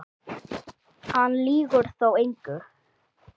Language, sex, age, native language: Icelandic, male, 8, Icelandic